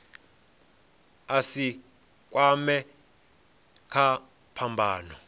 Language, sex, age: Venda, male, 26